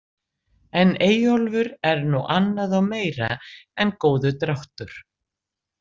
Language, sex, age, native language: Icelandic, female, 60-69, Icelandic